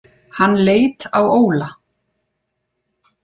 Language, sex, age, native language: Icelandic, female, 40-49, Icelandic